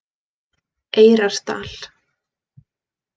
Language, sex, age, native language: Icelandic, female, 20-29, Icelandic